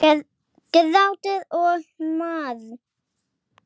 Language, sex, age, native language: Icelandic, female, 8, Icelandic